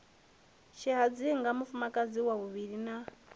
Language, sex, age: Venda, female, 25